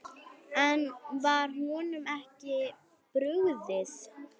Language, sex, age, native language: Icelandic, female, 9, Icelandic